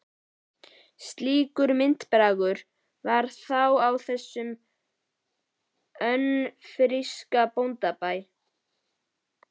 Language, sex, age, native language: Icelandic, male, 11, Icelandic